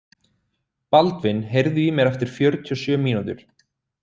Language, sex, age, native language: Icelandic, male, 30-39, Icelandic